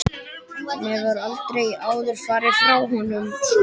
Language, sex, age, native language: Icelandic, male, 11, Icelandic